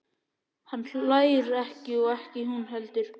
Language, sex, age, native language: Icelandic, other, 11, Icelandic